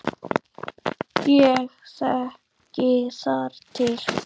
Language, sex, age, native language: Icelandic, male, 9, Icelandic